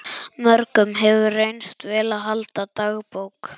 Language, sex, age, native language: Icelandic, male, 11, Icelandic